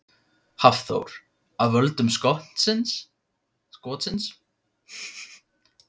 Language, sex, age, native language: Icelandic, male, 15, Icelandic